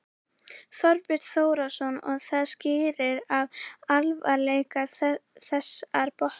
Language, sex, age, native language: Icelandic, female, 14, Icelandic